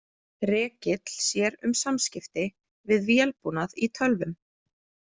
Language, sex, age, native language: Icelandic, female, 20-29, Icelandic